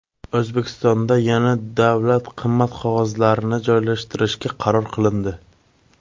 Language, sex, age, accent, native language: Uzbek, male, under 19, Qashqadaryo, Uzbek